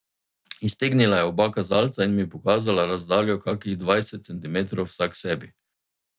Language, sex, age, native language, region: Slovenian, male, 50-59, Slovenian, Drava region